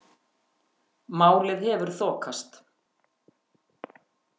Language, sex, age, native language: Icelandic, female, 50-59, Icelandic